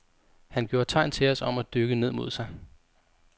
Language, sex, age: Danish, male, 32